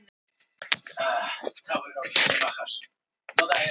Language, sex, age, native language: Icelandic, female, 18-19, Icelandic